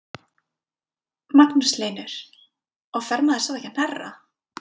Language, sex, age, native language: Icelandic, female, 20-29, Icelandic